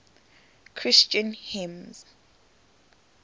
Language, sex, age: English, female, 18